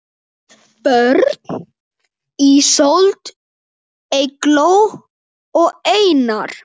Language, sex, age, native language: Icelandic, male, 8, Icelandic